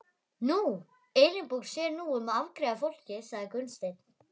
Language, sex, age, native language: Icelandic, female, 11, Icelandic